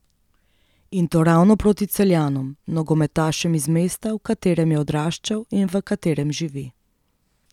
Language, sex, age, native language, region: Slovenian, female, 30-49, Slovenian, Central Slovenia